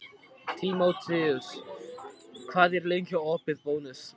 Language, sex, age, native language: Icelandic, male, 12, Icelandic